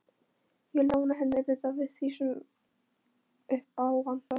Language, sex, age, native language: Icelandic, female, 13, Polish